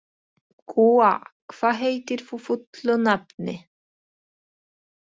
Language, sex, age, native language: Icelandic, female, 20-29, Icelandic